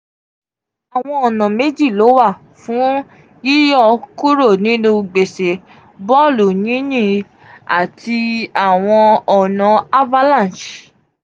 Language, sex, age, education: Yoruba, female, 15-29, tertiary